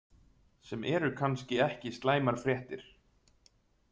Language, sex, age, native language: Icelandic, male, 30-39, Icelandic